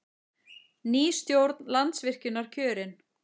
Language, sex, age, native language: Icelandic, female, 40-49, Icelandic